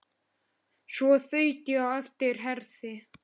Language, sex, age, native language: Icelandic, male, 11, Icelandic